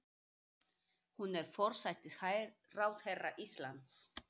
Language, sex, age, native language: Icelandic, female, 30-39, Icelandic